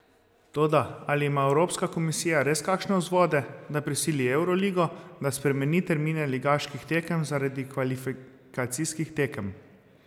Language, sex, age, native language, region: Slovenian, male, 30-49, Slovenian, Zasavska region